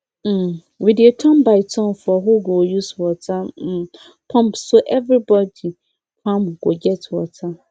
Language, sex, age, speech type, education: Nigerian Pidgin, female, 15-29, spontaneous, tertiary